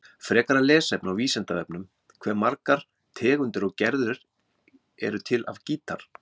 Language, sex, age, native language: Icelandic, male, 40-49, Icelandic